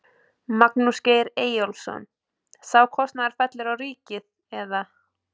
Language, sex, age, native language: Icelandic, female, 20-29, Icelandic